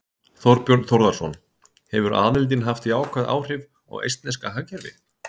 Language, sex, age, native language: Icelandic, male, 30-39, Icelandic